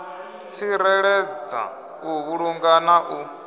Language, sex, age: Venda, male, 25